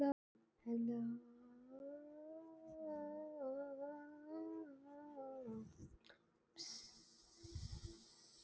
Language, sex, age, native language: Icelandic, male, 18-19, Icelandic